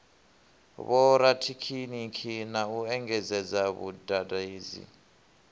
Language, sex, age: Venda, male, 24